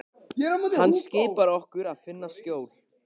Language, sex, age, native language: Icelandic, male, 15, Icelandic